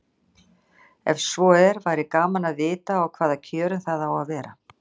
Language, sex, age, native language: Icelandic, female, 60-69, Icelandic